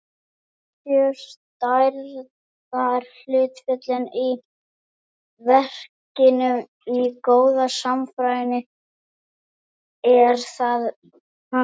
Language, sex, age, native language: Icelandic, female, 18-19, Icelandic